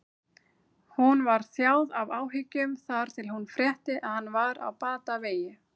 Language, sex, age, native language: Icelandic, female, 30-39, Icelandic